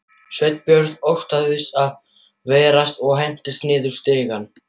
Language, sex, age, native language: Icelandic, male, 12, German